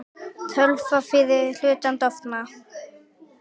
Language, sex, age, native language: Icelandic, female, 9, Icelandic